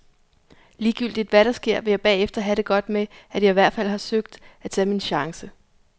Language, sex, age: Danish, female, 34